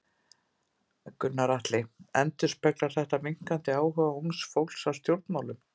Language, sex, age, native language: Icelandic, female, 50-59, Icelandic